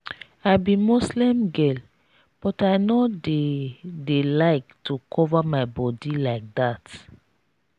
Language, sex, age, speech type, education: Nigerian Pidgin, female, 30-45, spontaneous, tertiary